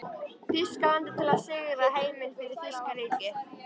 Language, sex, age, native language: Icelandic, female, 13, Icelandic